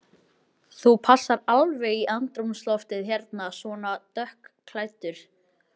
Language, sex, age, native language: Icelandic, male, 11, Icelandic